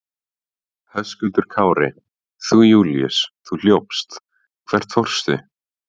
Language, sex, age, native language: Icelandic, male, 18-19, Icelandic